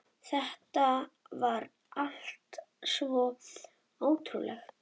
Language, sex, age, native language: Icelandic, female, 21, Icelandic